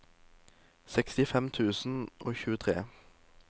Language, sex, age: Norwegian, male, 18